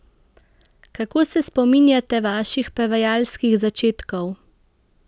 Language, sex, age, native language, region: Slovenian, female, 18-29, Slovenian, Central Slovenia